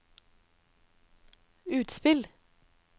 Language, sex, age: Norwegian, female, 24